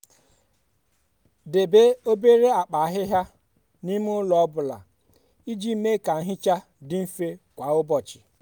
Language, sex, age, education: Igbo, female, 30-45, tertiary